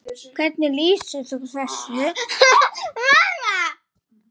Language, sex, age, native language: Icelandic, female, 9, Icelandic